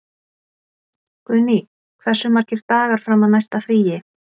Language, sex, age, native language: Icelandic, female, 40-49, Icelandic